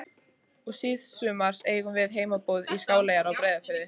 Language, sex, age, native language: Icelandic, female, 14, Icelandic